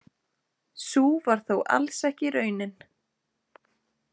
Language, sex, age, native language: Icelandic, female, 20-29, Icelandic